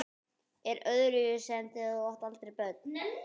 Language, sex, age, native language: Icelandic, female, 12, Icelandic